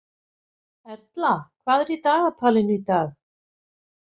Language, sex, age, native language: Icelandic, female, 50-59, Icelandic